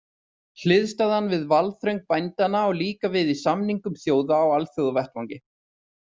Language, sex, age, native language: Icelandic, male, 30-39, Icelandic